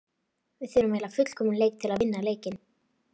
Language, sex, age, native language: Icelandic, female, 40-49, Icelandic